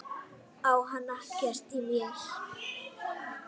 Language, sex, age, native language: Icelandic, male, 8, Icelandic